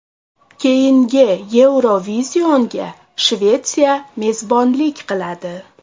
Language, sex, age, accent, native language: Uzbek, female, 25-34, Toshkent shahri, Uzbek